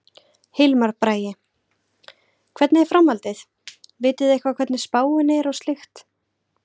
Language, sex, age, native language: Icelandic, female, 20-29, Icelandic